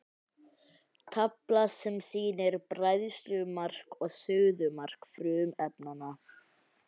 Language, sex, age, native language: Icelandic, male, 18-19, Icelandic